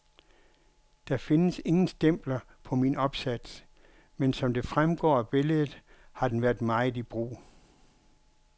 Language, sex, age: Danish, male, 61